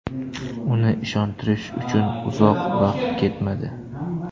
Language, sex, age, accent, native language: Uzbek, male, 18-24, Surxondaryo, Uzbek